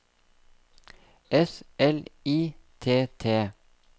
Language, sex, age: Norwegian, male, 57